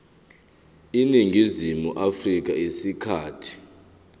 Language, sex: Zulu, male